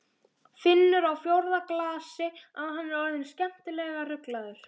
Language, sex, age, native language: Icelandic, female, 12, Icelandic